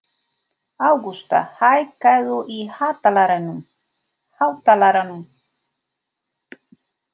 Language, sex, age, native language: Icelandic, female, 20-29, Spanish